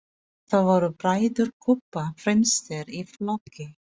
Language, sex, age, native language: Icelandic, female, 40-49, Filipino